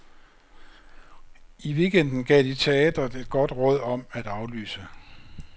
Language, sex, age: Danish, male, 56